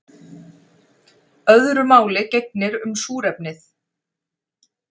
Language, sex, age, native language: Icelandic, female, 40-49, Icelandic